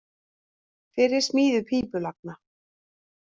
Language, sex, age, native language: Icelandic, female, 50-59, Icelandic